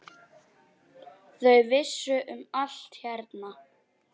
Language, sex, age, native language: Icelandic, male, 9, Icelandic